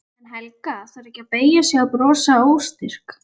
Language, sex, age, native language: Icelandic, female, 11, Icelandic